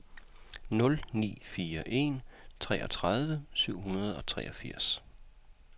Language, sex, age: Danish, male, 40